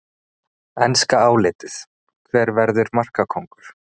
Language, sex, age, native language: Icelandic, male, 30-39, Icelandic